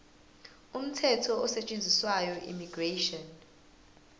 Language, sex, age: Zulu, female, 20